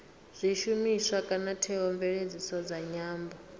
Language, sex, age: Venda, female, 39